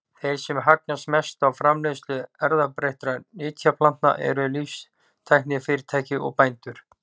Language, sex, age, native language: Icelandic, male, 40-49, Icelandic